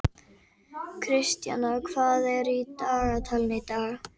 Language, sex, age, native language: Icelandic, female, 50-59, Icelandic